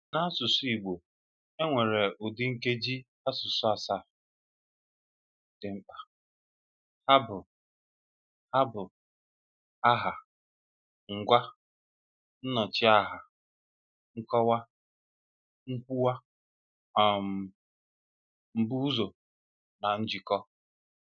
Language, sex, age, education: Igbo, male, 15-29, tertiary